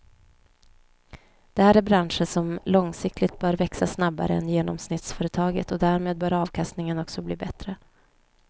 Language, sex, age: Swedish, female, 29